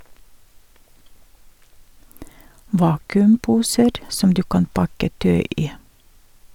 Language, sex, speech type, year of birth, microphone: Norwegian, female, read, 1951, Sennheiser